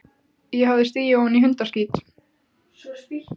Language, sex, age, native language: Icelandic, female, 15, Icelandic